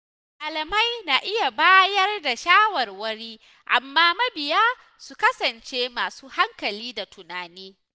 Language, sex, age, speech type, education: Hausa, female, 15-29, spontaneous, tertiary